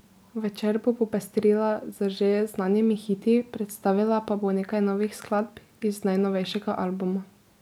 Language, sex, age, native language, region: Slovenian, female, 18-29, Slovenian, Drava region